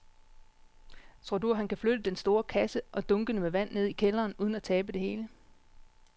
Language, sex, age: Danish, female, 36